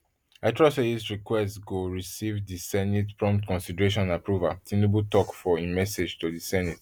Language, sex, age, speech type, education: Nigerian Pidgin, male, 15-29, spontaneous, tertiary